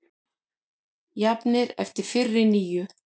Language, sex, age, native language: Icelandic, female, 50-59, Icelandic